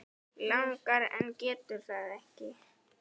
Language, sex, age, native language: Icelandic, male, 10, Icelandic